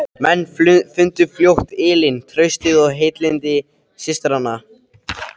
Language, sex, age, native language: Icelandic, male, 13, Icelandic